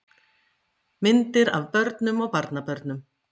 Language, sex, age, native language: Icelandic, female, 50-59, Icelandic